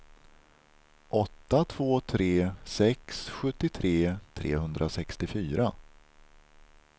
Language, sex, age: Swedish, male, 43